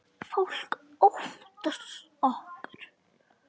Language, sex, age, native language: Icelandic, female, 8, Icelandic